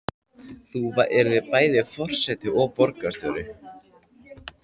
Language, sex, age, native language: Icelandic, male, 14, Icelandic